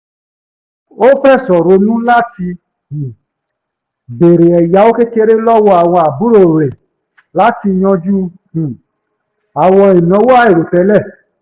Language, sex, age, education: Yoruba, male, 15-29, tertiary